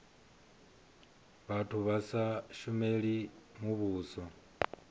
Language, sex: Venda, male